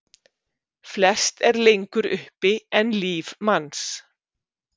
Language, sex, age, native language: Icelandic, female, 50-59, Icelandic